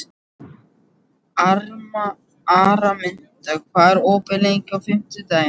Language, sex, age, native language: Icelandic, male, 18-19, Icelandic